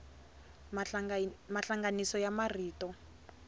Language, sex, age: Tsonga, female, 22